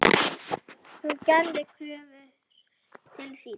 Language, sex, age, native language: Icelandic, female, 10, Icelandic